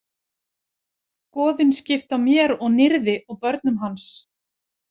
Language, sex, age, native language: Icelandic, female, 40-49, Icelandic